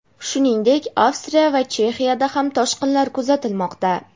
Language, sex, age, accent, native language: Uzbek, female, 18-24, Namangan, Uzbek